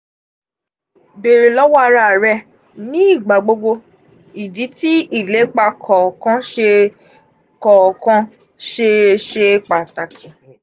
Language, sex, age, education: Yoruba, female, 15-29, tertiary